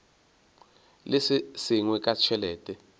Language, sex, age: Northern Sotho, male, 22